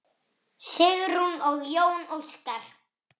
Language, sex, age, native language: Icelandic, female, 6, Icelandic